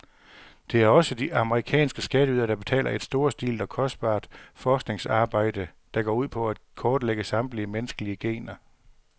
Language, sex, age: Danish, male, 42